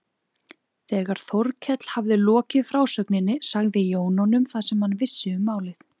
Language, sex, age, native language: Icelandic, female, 20-29, Icelandic